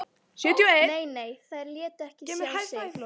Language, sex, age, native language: Icelandic, female, 18-19, Icelandic